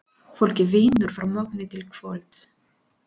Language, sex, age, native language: Icelandic, female, 40-49, Spanish